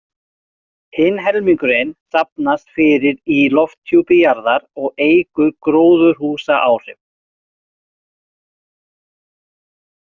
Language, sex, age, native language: Icelandic, male, 40-49, Icelandic